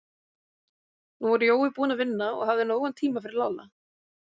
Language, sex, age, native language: Icelandic, female, 20-29, Icelandic